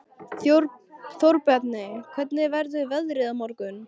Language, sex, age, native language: Icelandic, female, 13, Icelandic